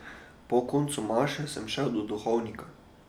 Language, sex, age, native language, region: Slovenian, male, 12-17, Slovenian, Drava region